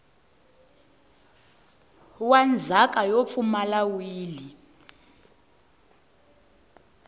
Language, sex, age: Tsonga, female, 20